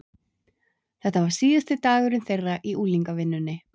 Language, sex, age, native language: Icelandic, female, 30-39, Icelandic